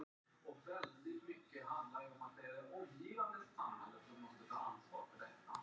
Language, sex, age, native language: Icelandic, male, 50-59, Icelandic